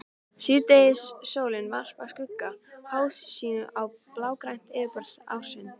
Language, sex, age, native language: Icelandic, female, 13, Icelandic